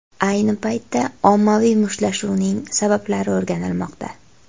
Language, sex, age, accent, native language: Uzbek, female, 25-34, Farg'ona, Uzbek